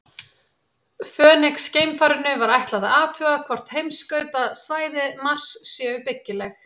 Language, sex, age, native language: Icelandic, female, 30-39, Icelandic